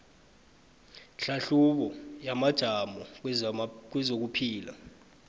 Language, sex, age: South Ndebele, male, 23